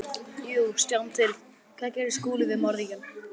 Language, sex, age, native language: Icelandic, male, 11, Icelandic